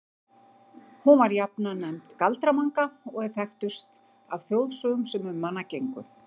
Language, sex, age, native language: Icelandic, female, 50-59, Icelandic